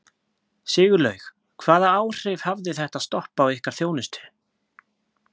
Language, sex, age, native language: Icelandic, male, 20-29, Icelandic